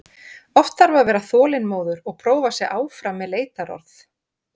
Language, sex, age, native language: Icelandic, female, 50-59, Icelandic